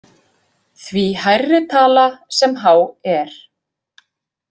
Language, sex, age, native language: Icelandic, female, 50-59, Icelandic